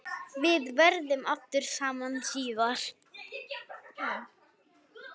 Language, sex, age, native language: Icelandic, female, 9, Icelandic